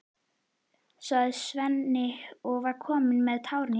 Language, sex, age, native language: Icelandic, female, 11, Icelandic